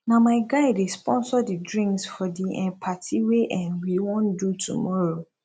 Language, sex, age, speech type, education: Nigerian Pidgin, female, 15-29, spontaneous, tertiary